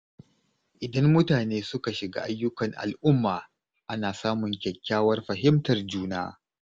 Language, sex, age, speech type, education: Hausa, male, 30-45, spontaneous, tertiary